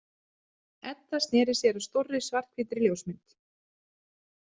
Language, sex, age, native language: Icelandic, female, 30-39, Icelandic